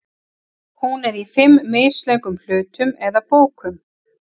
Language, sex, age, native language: Icelandic, female, 40-49, Icelandic